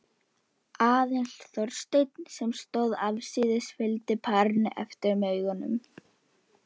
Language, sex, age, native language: Icelandic, female, 11, Icelandic